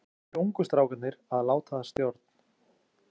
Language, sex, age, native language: Icelandic, male, 40-49, Icelandic